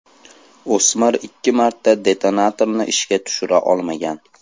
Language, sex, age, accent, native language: Uzbek, male, 18-24, Andijon, Uzbek